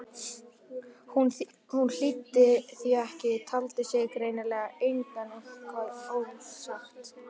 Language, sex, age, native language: Icelandic, male, 11, Icelandic